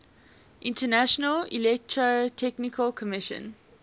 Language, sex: English, female